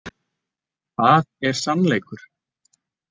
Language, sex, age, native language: Icelandic, male, 20-29, Icelandic